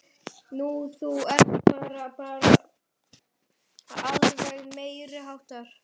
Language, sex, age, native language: Icelandic, male, 11, Icelandic